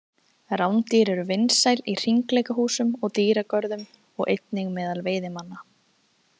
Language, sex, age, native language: Icelandic, female, 30-39, Icelandic